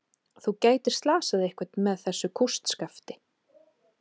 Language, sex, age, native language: Icelandic, female, 30-39, Icelandic